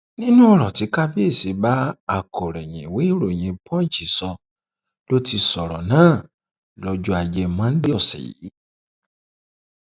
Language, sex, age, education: Yoruba, male, 30-45, tertiary